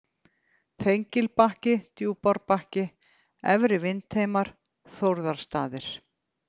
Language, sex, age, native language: Icelandic, female, 50-59, Icelandic